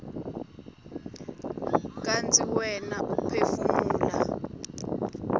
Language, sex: Swati, female